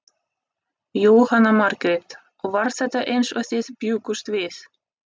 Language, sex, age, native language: Icelandic, female, 30-39, Russian